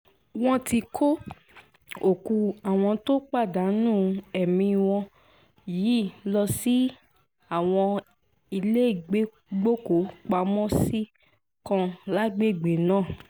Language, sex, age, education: Yoruba, female, 15-29, tertiary